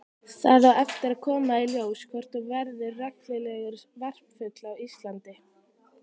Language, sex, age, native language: Icelandic, female, 18-19, Icelandic